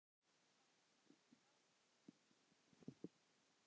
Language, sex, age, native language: Icelandic, male, 10, Icelandic